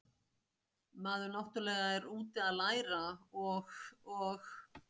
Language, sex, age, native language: Icelandic, female, 60-69, Icelandic